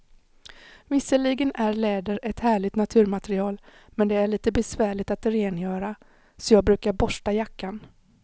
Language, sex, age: Swedish, female, 35